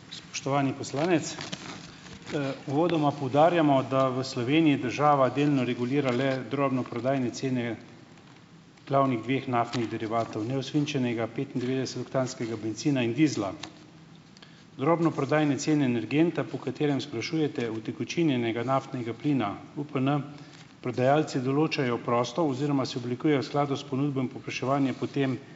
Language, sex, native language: Slovenian, male, Slovenian